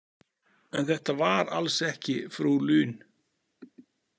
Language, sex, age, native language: Icelandic, male, 40-49, Icelandic